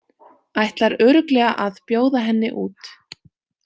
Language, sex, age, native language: Icelandic, female, 18-19, Icelandic